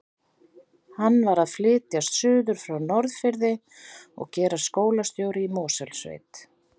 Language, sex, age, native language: Icelandic, female, 40-49, Icelandic